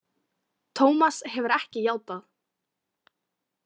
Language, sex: Icelandic, female